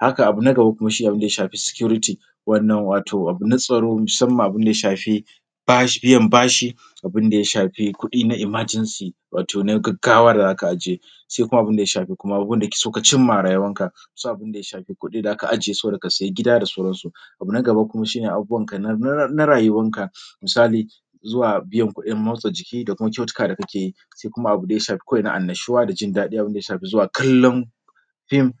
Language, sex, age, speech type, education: Hausa, male, 30-45, spontaneous, secondary